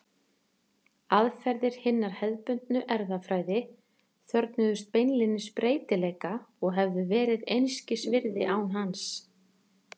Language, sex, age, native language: Icelandic, female, 40-49, Icelandic